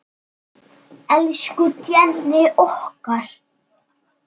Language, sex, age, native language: Icelandic, male, 6, Icelandic